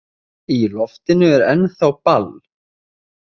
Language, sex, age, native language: Icelandic, male, 30-39, Icelandic